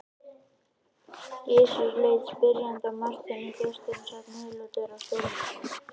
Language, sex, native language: Icelandic, male, Icelandic